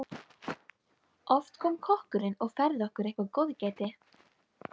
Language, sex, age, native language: Icelandic, female, 12, Icelandic